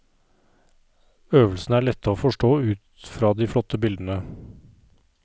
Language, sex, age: Norwegian, male, 39